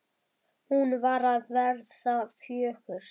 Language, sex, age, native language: Icelandic, female, 10, Icelandic